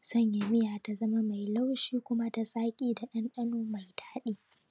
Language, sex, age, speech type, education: Hausa, female, 15-29, spontaneous, primary